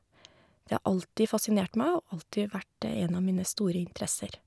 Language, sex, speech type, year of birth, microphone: Norwegian, female, spontaneous, 1970, Shure